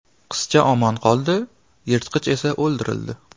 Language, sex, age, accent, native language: Uzbek, male, 18-24, Farg'ona, Uzbek